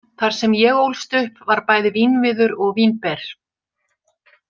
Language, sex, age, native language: Icelandic, female, 60-69, Icelandic